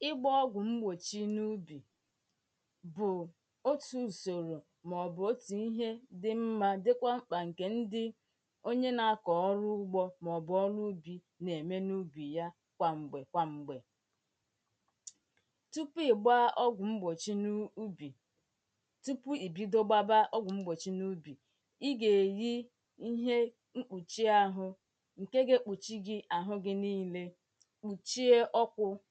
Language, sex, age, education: Igbo, female, 30-45, tertiary